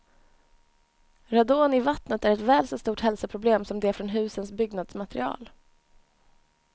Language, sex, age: Swedish, female, 20